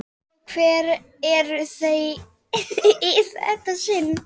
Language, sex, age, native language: Icelandic, female, 11, Icelandic